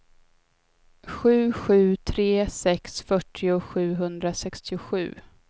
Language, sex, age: Swedish, female, 22